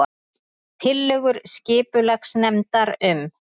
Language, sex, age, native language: Icelandic, female, 30-39, Icelandic